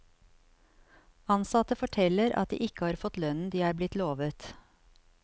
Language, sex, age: Norwegian, female, 54